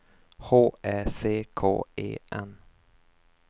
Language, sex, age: Swedish, male, 24